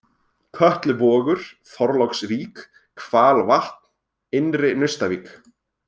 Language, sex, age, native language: Icelandic, male, 20-29, Icelandic